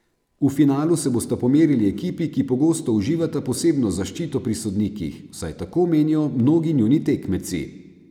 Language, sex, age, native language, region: Slovenian, male, 30-49, Slovenian, Savinja region